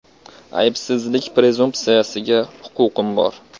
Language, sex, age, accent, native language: Uzbek, male, 18-24, Farg'ona, Uzbek